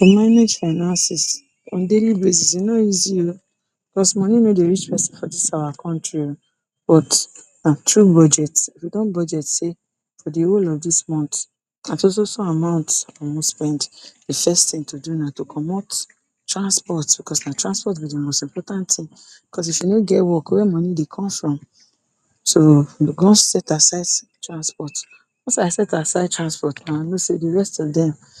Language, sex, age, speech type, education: Nigerian Pidgin, female, 46-60, spontaneous, tertiary